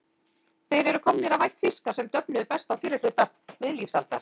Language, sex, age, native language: Icelandic, female, 40-49, Icelandic